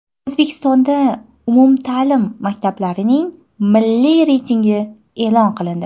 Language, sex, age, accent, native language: Uzbek, female, 12-17, Toshkent shahri, Uzbek